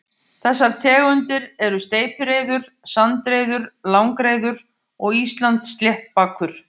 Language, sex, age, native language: Icelandic, female, 50-59, Icelandic